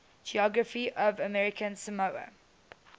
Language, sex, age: English, female, 19